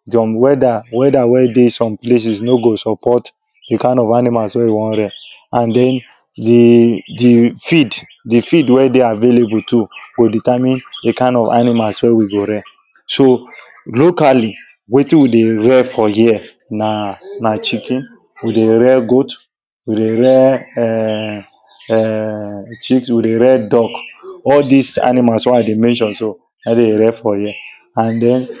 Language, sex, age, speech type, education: Nigerian Pidgin, male, 15-29, spontaneous, tertiary